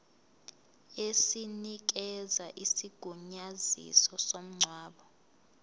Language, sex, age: Zulu, female, 22